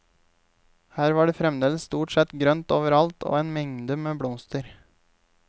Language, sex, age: Norwegian, male, 28